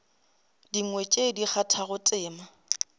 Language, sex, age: Northern Sotho, female, 25